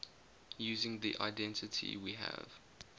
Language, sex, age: English, male, 20